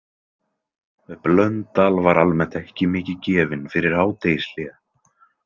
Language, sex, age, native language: Icelandic, male, 20-29, Icelandic